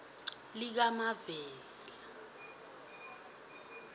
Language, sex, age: South Ndebele, female, 18